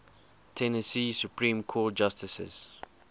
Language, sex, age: English, male, 20